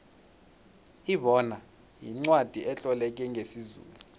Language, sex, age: South Ndebele, male, 21